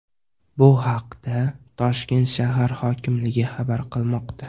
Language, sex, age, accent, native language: Uzbek, male, 18-24, Andijon, Uzbek